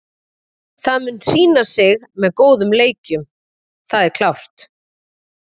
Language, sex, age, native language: Icelandic, female, 40-49, Icelandic